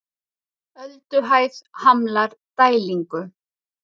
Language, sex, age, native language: Icelandic, female, 30-39, Icelandic